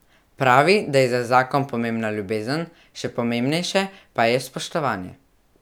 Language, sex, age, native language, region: Slovenian, male, 12-17, Slovenian, Central Slovenia